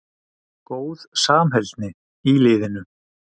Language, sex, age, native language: Icelandic, male, 40-49, Icelandic